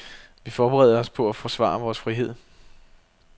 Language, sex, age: Danish, male, 32